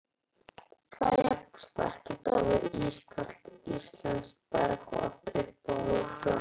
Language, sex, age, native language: Icelandic, male, 11, Icelandic